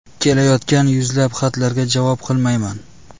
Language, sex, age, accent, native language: Uzbek, male, 25-34, Jizzax, Uzbek